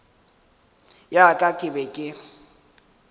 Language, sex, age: Northern Sotho, male, 18